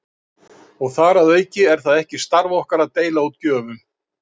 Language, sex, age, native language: Icelandic, male, 50-59, Icelandic